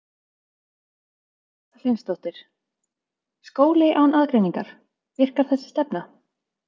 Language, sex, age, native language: Icelandic, female, 30-39, Icelandic